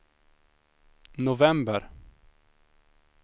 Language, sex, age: Swedish, male, 25